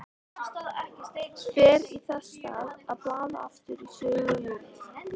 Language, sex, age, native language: Icelandic, female, 13, Icelandic